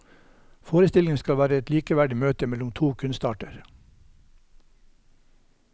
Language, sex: Norwegian, male